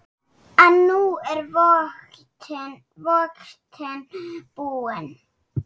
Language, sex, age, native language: Icelandic, female, 6, Icelandic